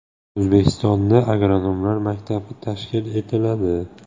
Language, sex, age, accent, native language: Uzbek, male, 25-34, Toshkent shahri, Uzbek